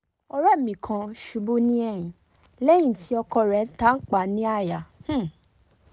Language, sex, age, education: Yoruba, female, 15-29, tertiary